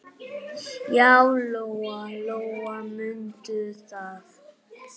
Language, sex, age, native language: Icelandic, male, 9, Icelandic